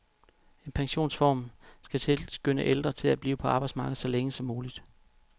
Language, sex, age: Danish, male, 31